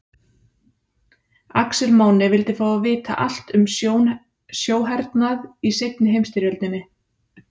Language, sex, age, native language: Icelandic, female, 30-39, Icelandic